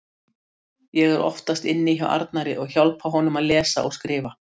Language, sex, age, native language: Icelandic, female, 60-69, Icelandic